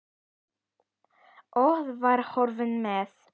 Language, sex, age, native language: Icelandic, female, 10, Icelandic